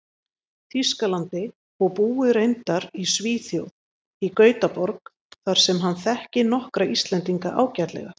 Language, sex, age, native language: Icelandic, female, 30-39, Icelandic